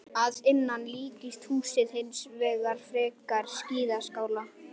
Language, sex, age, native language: Icelandic, male, 11, Icelandic